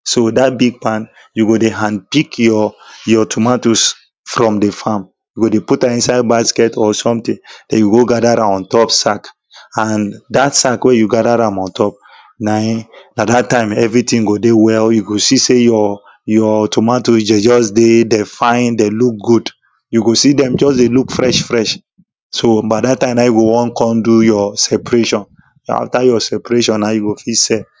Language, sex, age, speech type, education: Nigerian Pidgin, male, 15-29, spontaneous, tertiary